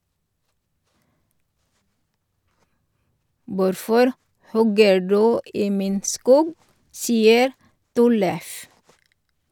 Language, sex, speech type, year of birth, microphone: Norwegian, female, read, 1962, Sennheiser